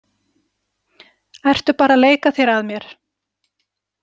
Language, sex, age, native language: Icelandic, female, 40-49, Icelandic